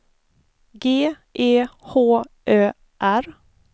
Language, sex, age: Swedish, female, 33